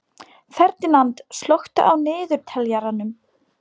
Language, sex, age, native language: Icelandic, female, 18-19, Polish